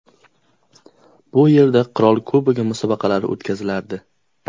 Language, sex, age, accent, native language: Uzbek, male, 18-24, Qashqadaryo, Uzbek